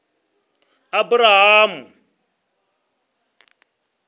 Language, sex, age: Venda, male, 23